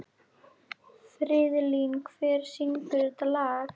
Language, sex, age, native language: Icelandic, female, 11, Icelandic